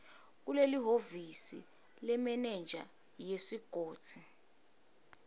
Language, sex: Swati, female